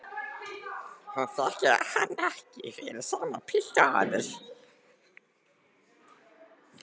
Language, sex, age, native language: Icelandic, other, 13, Icelandic